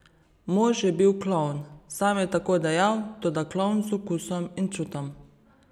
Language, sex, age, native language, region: Slovenian, female, 30-49, Slovenian, Savinja region